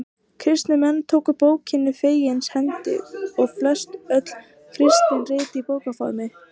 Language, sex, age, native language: Icelandic, female, 18-19, Icelandic